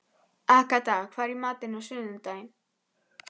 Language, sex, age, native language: Icelandic, female, 11, Icelandic